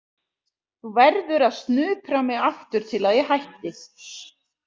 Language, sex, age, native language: Icelandic, female, 40-49, Icelandic